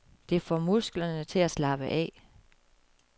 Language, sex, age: Danish, female, 36